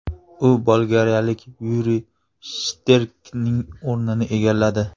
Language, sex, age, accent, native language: Uzbek, male, 25-34, Namangan, Uzbek